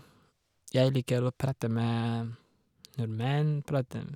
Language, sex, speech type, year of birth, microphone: Norwegian, male, spontaneous, 1986, Shure